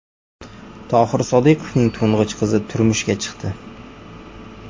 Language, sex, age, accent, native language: Uzbek, male, 25-34, Jizzax, Uzbek